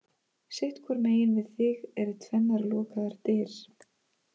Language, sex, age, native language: Icelandic, female, 30-39, Icelandic